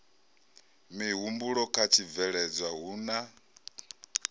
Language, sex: Venda, male